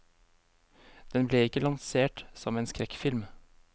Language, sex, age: Norwegian, male, 23